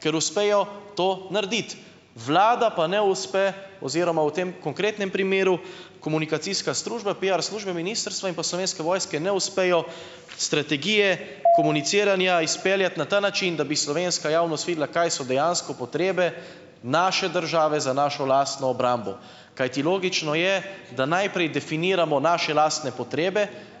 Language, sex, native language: Slovenian, male, Slovenian